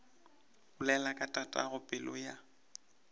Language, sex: Northern Sotho, male